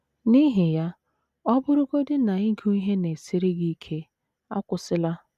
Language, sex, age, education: Igbo, female, 30-45, tertiary